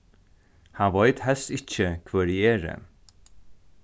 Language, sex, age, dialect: Faroese, male, 36-60, Norðurstreymoy/Eysturoy